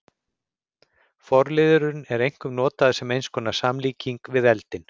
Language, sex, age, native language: Icelandic, male, 50-59, Icelandic